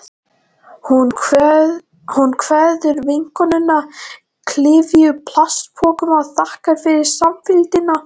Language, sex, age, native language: Icelandic, male, 12, Latvian